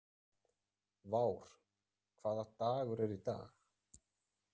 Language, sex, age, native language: Icelandic, male, 30-39, Icelandic